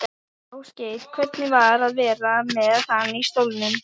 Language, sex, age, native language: Icelandic, female, 11, Icelandic